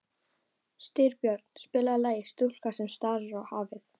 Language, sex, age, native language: Icelandic, female, 12, Icelandic